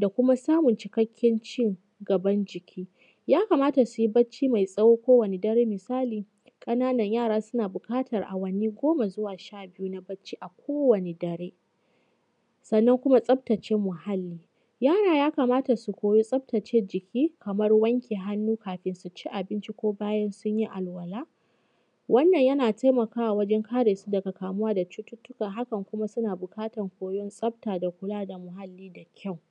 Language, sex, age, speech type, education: Hausa, female, 15-29, spontaneous, secondary